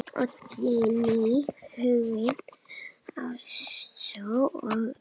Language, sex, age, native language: Icelandic, female, 7, Icelandic